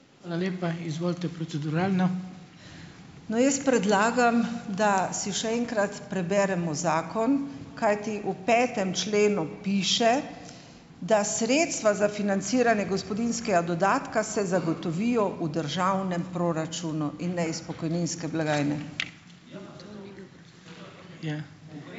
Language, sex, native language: Slovenian, female, Slovenian